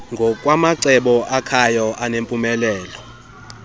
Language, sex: Xhosa, male